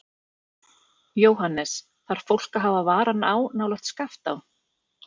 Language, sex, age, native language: Icelandic, female, 40-49, Icelandic